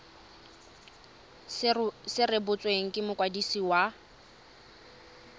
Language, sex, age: Tswana, female, 20